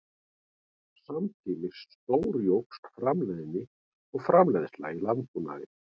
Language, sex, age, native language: Icelandic, male, 40-49, Icelandic